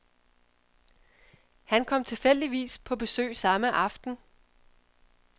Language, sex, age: Danish, female, 31